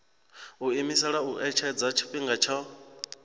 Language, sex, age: Venda, male, 26